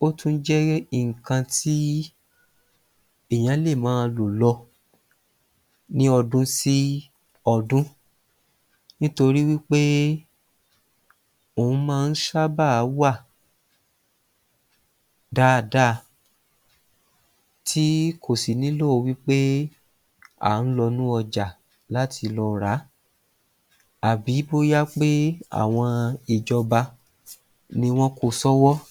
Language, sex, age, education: Yoruba, male, 30-45, tertiary